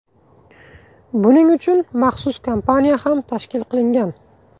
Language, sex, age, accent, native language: Uzbek, male, 18-24, Buxoro, Uzbek